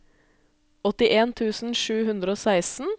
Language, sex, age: Norwegian, female, 20